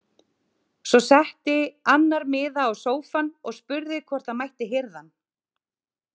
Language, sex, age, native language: Icelandic, female, 30-39, Icelandic